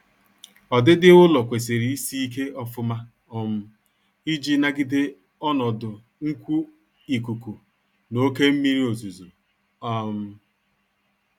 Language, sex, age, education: Igbo, male, 46-60, tertiary